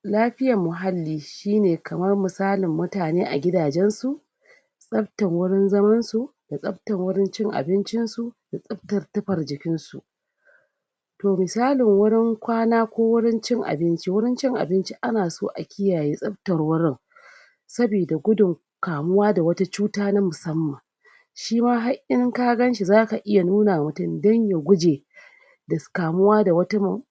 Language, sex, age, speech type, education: Hausa, female, 30-45, spontaneous, tertiary